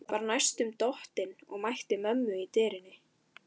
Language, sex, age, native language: Icelandic, female, 12, Icelandic